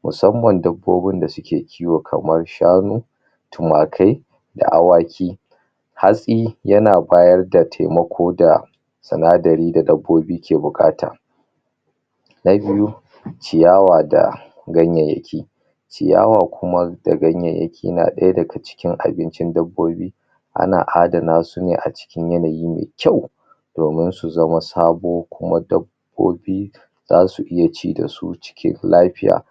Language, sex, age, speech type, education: Hausa, male, 30-45, spontaneous, tertiary